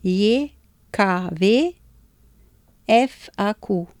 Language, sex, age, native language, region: Slovenian, female, 60+, Slovenian, Central Slovenia